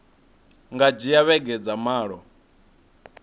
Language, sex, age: Venda, male, 22